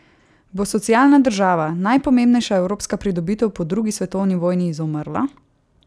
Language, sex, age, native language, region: Slovenian, female, 18-29, Slovenian, Savinja region